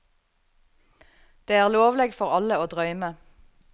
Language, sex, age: Norwegian, female, 38